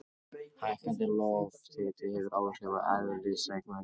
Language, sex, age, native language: Icelandic, male, 18-19, Icelandic